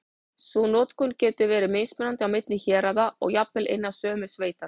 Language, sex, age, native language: Icelandic, female, 40-49, Icelandic